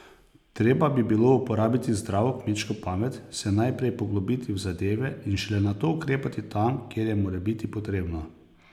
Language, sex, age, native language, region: Slovenian, male, 30-49, Slovenian, Posavska region